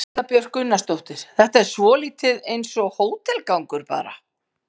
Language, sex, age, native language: Icelandic, female, 50-59, Icelandic